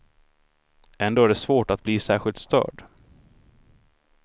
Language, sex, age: Swedish, male, 26